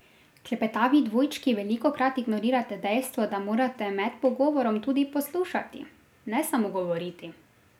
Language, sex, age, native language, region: Slovenian, female, 18-29, Slovenian, Drava region